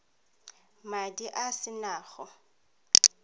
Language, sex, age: Tswana, female, 31